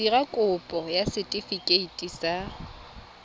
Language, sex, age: Tswana, female, 24